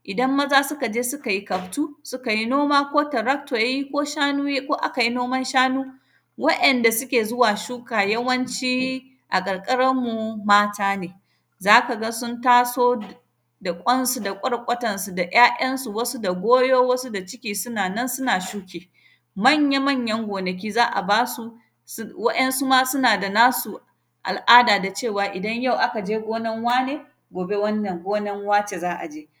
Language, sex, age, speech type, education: Hausa, female, 30-45, spontaneous, tertiary